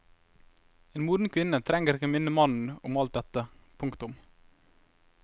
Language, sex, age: Norwegian, male, 21